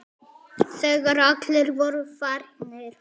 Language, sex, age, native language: Icelandic, male, 7, Polish